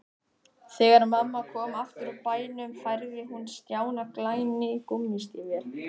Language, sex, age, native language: Icelandic, male, 18-19, Icelandic